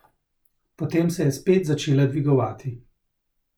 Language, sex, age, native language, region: Slovenian, male, 30-49, Slovenian, Central Slovenia